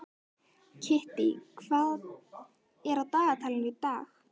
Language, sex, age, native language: Icelandic, female, 12, Icelandic